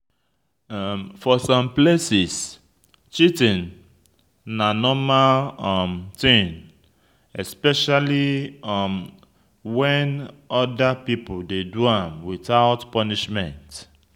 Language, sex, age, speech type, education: Nigerian Pidgin, male, 30-45, spontaneous, tertiary